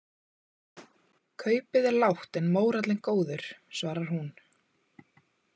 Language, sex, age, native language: Icelandic, female, 20-29, Icelandic